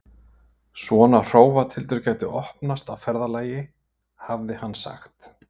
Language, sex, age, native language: Icelandic, male, 50-59, Icelandic